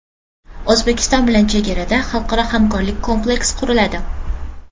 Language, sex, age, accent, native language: Uzbek, female, 12-17, Farg'ona, Uzbek